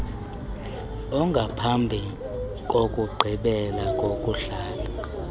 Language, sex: Xhosa, male